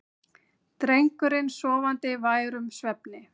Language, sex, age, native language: Icelandic, female, 30-39, Icelandic